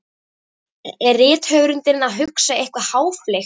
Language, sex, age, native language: Icelandic, female, 13, Icelandic